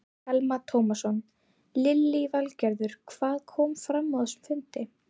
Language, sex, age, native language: Icelandic, female, 12, Icelandic